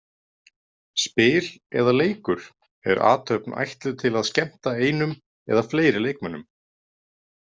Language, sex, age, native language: Icelandic, male, 30-39, Icelandic